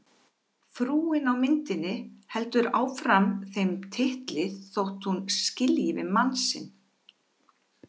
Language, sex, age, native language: Icelandic, female, 50-59, Icelandic